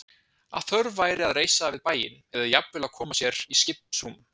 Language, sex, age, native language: Icelandic, male, 20-29, Icelandic